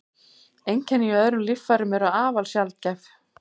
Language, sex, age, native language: Icelandic, female, 50-59, Icelandic